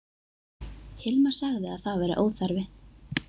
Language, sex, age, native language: Icelandic, female, 12, Icelandic